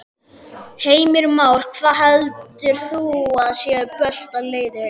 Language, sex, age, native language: Icelandic, male, 12, Icelandic